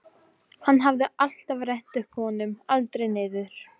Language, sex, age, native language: Icelandic, female, 15, Polish